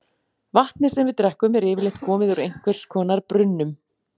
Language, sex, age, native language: Icelandic, female, 40-49, Icelandic